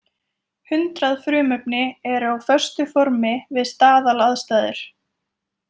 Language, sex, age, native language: Icelandic, female, 20-29, Icelandic